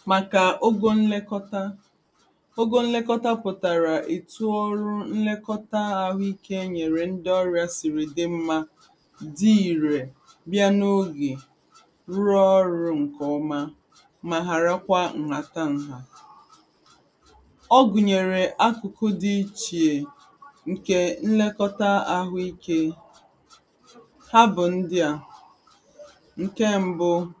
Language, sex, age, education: Igbo, female, 30-45, tertiary